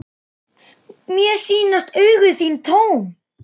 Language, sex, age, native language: Icelandic, female, 9, Icelandic